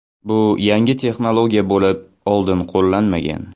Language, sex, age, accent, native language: Uzbek, male, 18-24, Samarqand, Uzbek